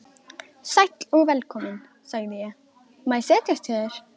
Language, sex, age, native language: Icelandic, female, 12, Icelandic